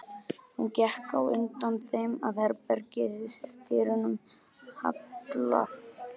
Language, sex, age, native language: Icelandic, male, 12, Icelandic